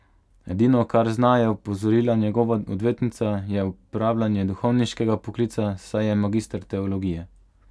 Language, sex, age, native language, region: Slovenian, male, 18-29, Slovenian, Pomurje region